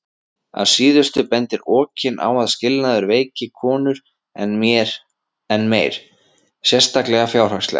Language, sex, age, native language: Icelandic, male, 30-39, Icelandic